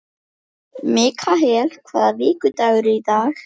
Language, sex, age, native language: Icelandic, female, 11, Icelandic